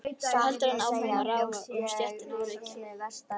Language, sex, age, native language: Icelandic, female, 11, Icelandic